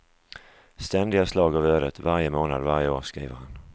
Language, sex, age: Swedish, male, 35